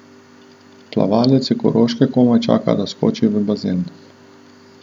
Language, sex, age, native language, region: Slovenian, male, 30-49, Slovenian, Southeast Slovenia